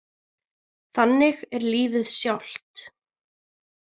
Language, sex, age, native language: Icelandic, female, 20-29, Icelandic